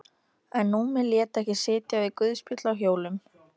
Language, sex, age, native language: Icelandic, female, 13, Icelandic